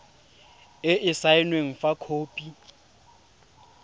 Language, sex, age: Tswana, male, 20